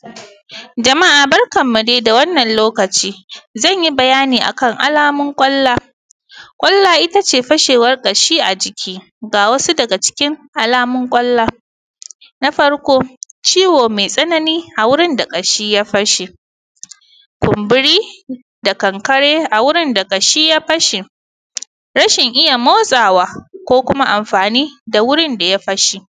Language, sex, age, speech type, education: Hausa, female, 15-29, spontaneous, primary